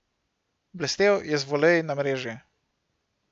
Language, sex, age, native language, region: Slovenian, male, 18-29, Slovenian, Gorenjska region